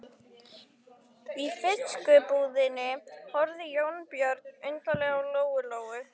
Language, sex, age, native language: Icelandic, female, 11, Icelandic